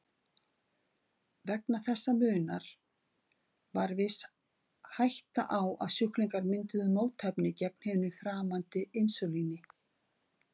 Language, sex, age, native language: Icelandic, female, 50-59, Icelandic